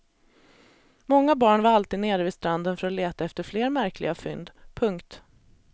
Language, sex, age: Swedish, female, 37